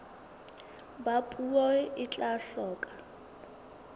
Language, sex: Southern Sotho, female